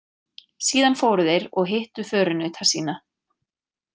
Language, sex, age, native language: Icelandic, female, 30-39, Icelandic